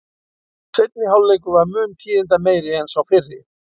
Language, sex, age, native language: Icelandic, male, 60-69, Icelandic